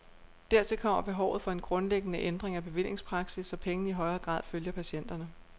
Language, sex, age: Danish, female, 36